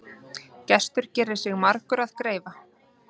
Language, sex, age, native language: Icelandic, female, 30-39, Icelandic